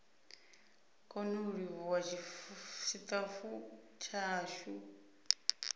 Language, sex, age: Venda, female, 26